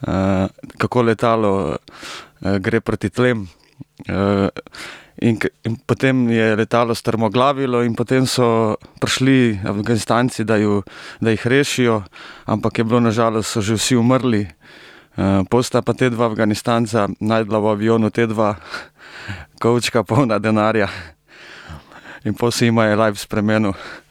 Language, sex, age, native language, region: Slovenian, male, 30-49, Slovenian, Primorsko-notranjska region